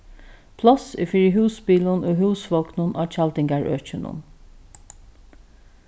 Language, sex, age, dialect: Faroese, female, 36-60, Norðurstreymoy/Eysturoy